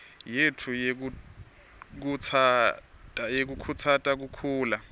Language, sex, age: Swati, male, 23